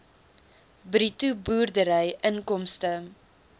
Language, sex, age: Afrikaans, female, 19